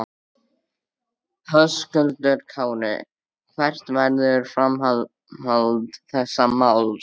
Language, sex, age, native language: Icelandic, male, 13, Icelandic